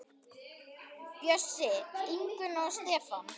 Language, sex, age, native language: Icelandic, male, 10, Icelandic